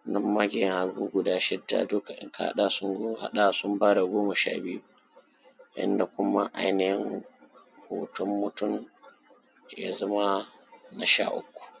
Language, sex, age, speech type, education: Hausa, male, 15-29, spontaneous, primary